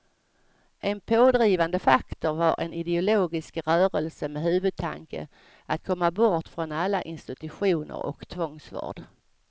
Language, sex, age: Swedish, female, 55